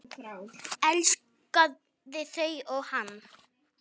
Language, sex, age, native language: Icelandic, female, 9, Icelandic